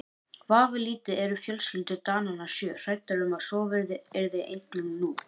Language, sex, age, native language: Icelandic, male, 18-19, Icelandic